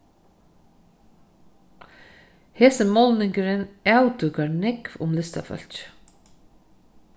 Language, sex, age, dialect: Faroese, female, 36-60, Norðurstreymoy/Eysturoy